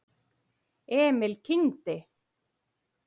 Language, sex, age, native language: Icelandic, female, 8, Icelandic